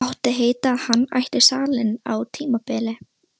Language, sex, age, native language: Icelandic, female, 13, Russian